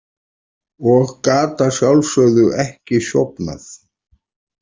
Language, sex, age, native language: Icelandic, male, 40-49, Icelandic